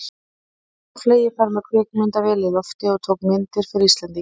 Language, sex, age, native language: Icelandic, female, 30-39, Icelandic